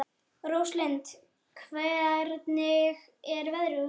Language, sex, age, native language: Icelandic, male, 11, Icelandic